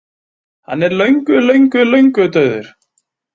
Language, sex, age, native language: Icelandic, male, 20-29, Icelandic